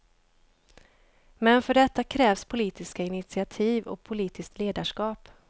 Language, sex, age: Swedish, female, 29